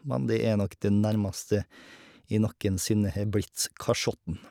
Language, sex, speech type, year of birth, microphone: Norwegian, male, spontaneous, 1989, Shure